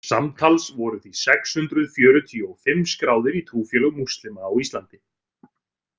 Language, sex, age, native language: Icelandic, male, 30-39, Icelandic